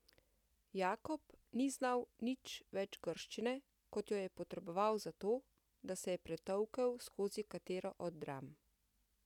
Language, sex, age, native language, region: Slovenian, female, 50-59, Slovenian, Central Slovenia